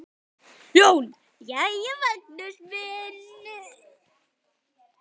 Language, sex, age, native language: Icelandic, male, 10, Icelandic